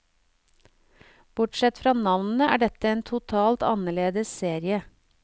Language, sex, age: Norwegian, female, 49